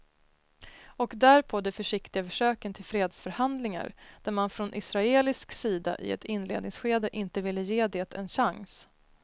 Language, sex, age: Swedish, female, 33